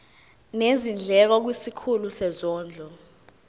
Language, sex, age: Zulu, female, 19